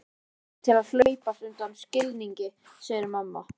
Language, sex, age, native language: Icelandic, male, 13, Icelandic